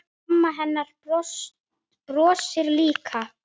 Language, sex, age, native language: Icelandic, male, 9, Icelandic